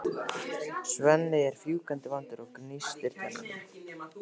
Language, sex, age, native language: Icelandic, male, 13, Icelandic